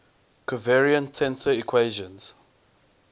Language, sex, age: English, male, 20